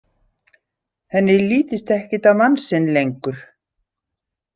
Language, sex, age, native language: Icelandic, female, 60-69, Icelandic